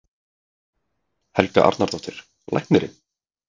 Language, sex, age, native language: Icelandic, male, 30-39, Icelandic